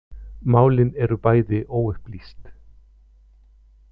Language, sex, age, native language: Icelandic, male, 50-59, Icelandic